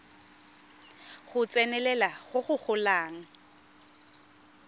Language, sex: Tswana, female